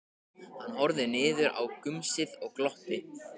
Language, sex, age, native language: Icelandic, male, 15, Icelandic